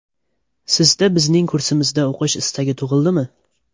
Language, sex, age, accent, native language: Uzbek, male, 18-24, Toshkent viloyati, Uzbek